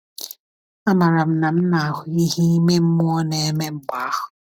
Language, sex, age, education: Igbo, female, 30-45, tertiary